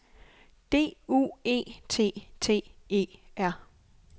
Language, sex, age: Danish, female, 28